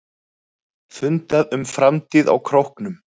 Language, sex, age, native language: Icelandic, male, 30-39, Icelandic